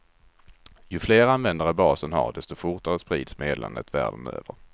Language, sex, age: Swedish, male, 34